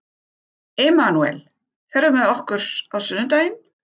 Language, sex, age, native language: Icelandic, female, 50-59, German